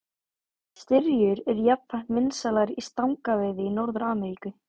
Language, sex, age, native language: Icelandic, female, 18-19, Icelandic